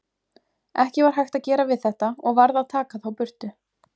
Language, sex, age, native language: Icelandic, female, 20-29, Icelandic